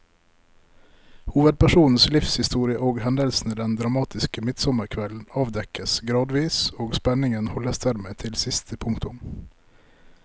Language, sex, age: Norwegian, male, 33